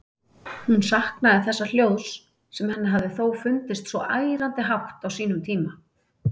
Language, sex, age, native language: Icelandic, female, 30-39, Icelandic